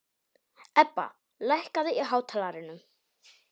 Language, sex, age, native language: Icelandic, male, 18-19, Polish